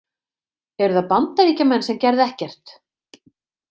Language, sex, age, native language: Icelandic, female, 50-59, Icelandic